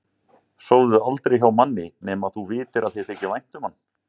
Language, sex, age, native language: Icelandic, male, 40-49, Icelandic